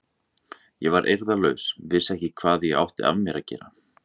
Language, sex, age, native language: Icelandic, male, 30-39, Icelandic